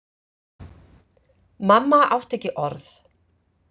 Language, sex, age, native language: Icelandic, female, 50-59, Icelandic